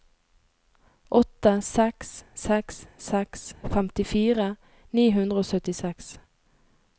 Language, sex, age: Norwegian, female, 22